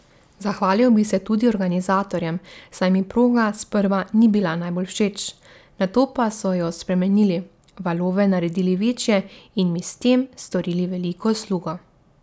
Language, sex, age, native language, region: Slovenian, female, 18-29, Slovenian, Drava region